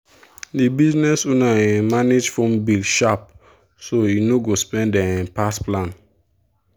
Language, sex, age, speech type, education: Nigerian Pidgin, male, 15-29, spontaneous, tertiary